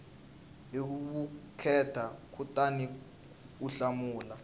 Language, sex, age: Tsonga, male, 19